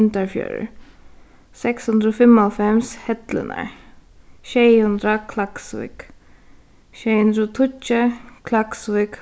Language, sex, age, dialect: Faroese, female, 15-35, Suðuroy